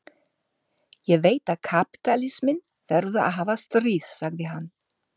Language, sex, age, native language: Icelandic, female, 50-59, German